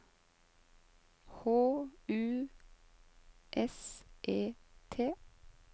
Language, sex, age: Norwegian, female, 35